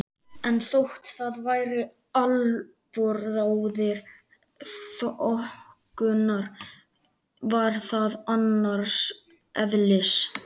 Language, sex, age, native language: Icelandic, male, 13, Icelandic